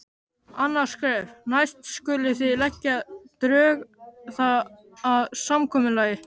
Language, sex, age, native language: Icelandic, male, 13, Icelandic